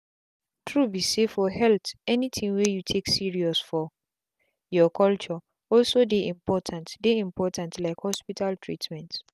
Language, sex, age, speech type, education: Nigerian Pidgin, female, 15-29, spontaneous, tertiary